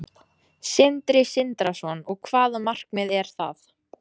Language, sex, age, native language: Icelandic, female, 14, Icelandic